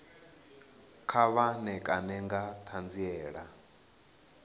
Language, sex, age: Venda, male, 21